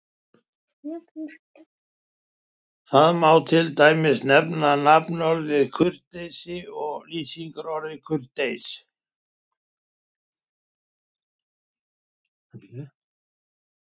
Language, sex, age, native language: Icelandic, male, 70-79, Icelandic